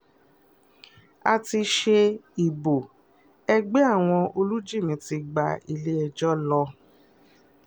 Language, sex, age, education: Yoruba, female, 15-29, tertiary